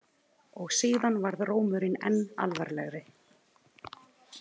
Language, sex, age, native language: Icelandic, female, 30-39, Icelandic